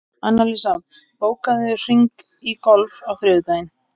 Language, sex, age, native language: Icelandic, male, 20-29, Icelandic